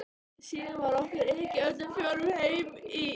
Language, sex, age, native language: Icelandic, female, 13, Icelandic